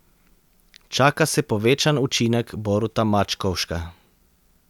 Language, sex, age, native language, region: Slovenian, male, 30-49, Slovenian, Central Slovenia